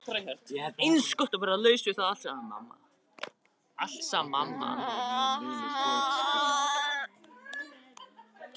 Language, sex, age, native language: Icelandic, male, 13, Icelandic